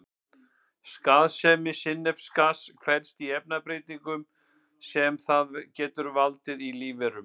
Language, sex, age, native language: Icelandic, male, 50-59, Icelandic